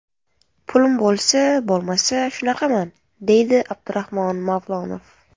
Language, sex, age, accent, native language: Uzbek, female, 18-24, Navoiy, Uzbek